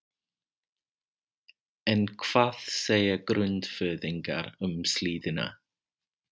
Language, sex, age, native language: Icelandic, male, 40-49, English